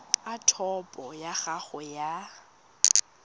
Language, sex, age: Tswana, female, 19